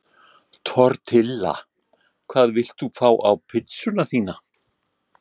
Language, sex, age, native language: Icelandic, male, 60-69, Icelandic